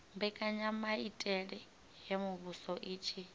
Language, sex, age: Venda, female, 18